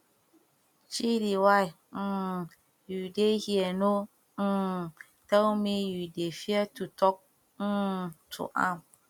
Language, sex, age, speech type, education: Nigerian Pidgin, female, 30-45, spontaneous, tertiary